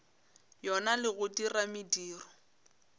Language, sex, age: Northern Sotho, female, 22